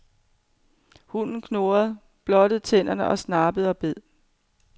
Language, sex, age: Danish, female, 45